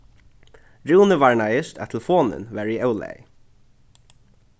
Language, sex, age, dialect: Faroese, male, 15-35, Norðurstreymoy/Eysturoy